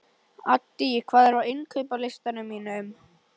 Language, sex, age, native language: Icelandic, male, 11, Icelandic